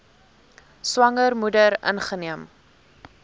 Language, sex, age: Afrikaans, female, 19